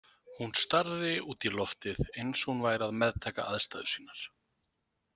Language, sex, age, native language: Icelandic, male, 20-29, Icelandic